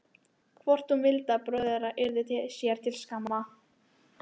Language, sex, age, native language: Icelandic, female, 12, Icelandic